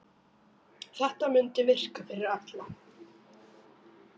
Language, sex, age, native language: Icelandic, female, 9, Icelandic